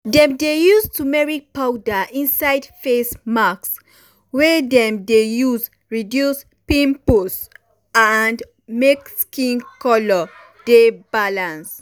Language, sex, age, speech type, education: Nigerian Pidgin, female, 15-29, spontaneous, tertiary